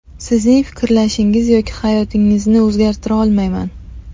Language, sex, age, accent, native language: Uzbek, female, 35+, Qashqadaryo, Uzbek